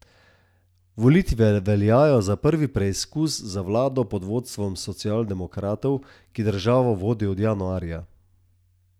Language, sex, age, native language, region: Slovenian, male, 30-49, Slovenian, Southeast Slovenia